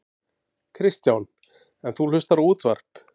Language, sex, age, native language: Icelandic, male, 50-59, Icelandic